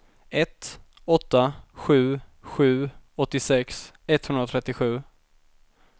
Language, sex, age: Swedish, male, 19